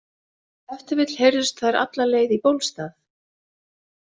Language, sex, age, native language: Icelandic, female, 40-49, Icelandic